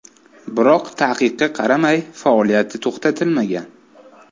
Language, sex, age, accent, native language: Uzbek, male, 25-34, Toshkent viloyati, Uzbek